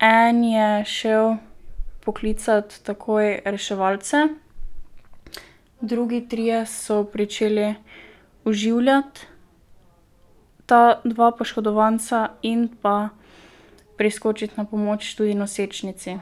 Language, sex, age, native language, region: Slovenian, female, 12-17, Slovenian, Drava region